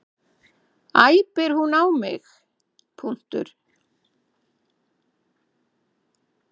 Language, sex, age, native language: Icelandic, female, 70-79, Icelandic